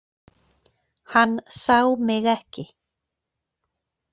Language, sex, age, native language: Icelandic, female, 40-49, Icelandic